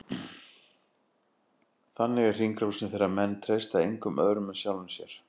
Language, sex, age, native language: Icelandic, male, 40-49, Icelandic